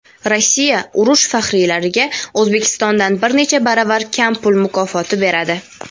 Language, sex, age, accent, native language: Uzbek, female, 19-29, Toshkent viloyati, Uzbek